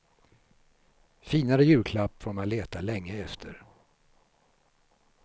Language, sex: Swedish, male